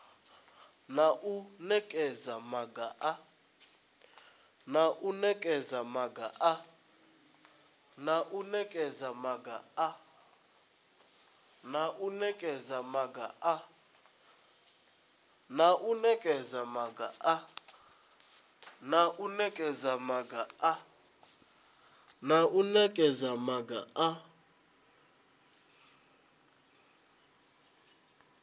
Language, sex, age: Venda, male, 20